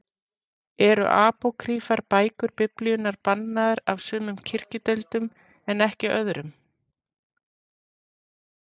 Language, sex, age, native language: Icelandic, female, 40-49, Icelandic